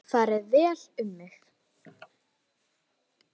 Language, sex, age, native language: Icelandic, female, 9, Icelandic